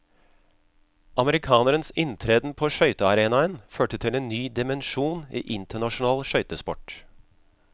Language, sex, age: Norwegian, male, 36